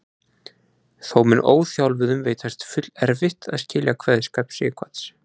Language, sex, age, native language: Icelandic, male, 20-29, Icelandic